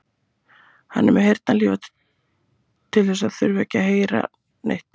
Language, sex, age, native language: Icelandic, female, 30-39, Icelandic